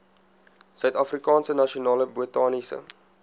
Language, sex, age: Afrikaans, male, 20